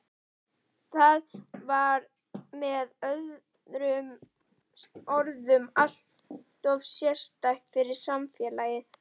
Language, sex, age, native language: Icelandic, female, 11, Icelandic